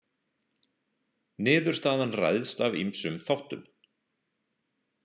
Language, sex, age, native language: Icelandic, male, 40-49, Icelandic